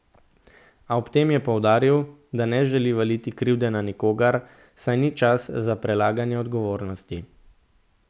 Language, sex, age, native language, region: Slovenian, male, 18-29, Slovenian, Central Slovenia